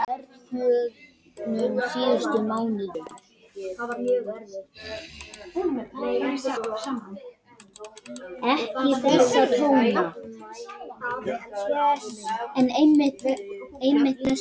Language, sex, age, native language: Icelandic, male, 18-19, Icelandic